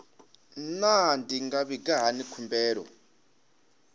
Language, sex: Venda, male